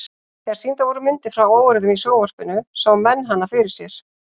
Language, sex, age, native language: Icelandic, female, 40-49, Icelandic